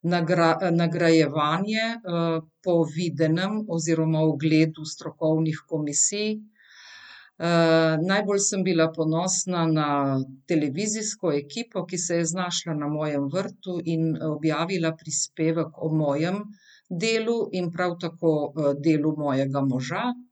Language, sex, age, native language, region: Slovenian, female, 50-59, Slovenian, Central Slovenia